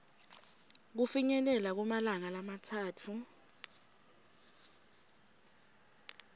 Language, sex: Swati, female